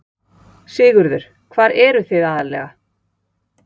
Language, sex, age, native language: Icelandic, female, 40-49, Icelandic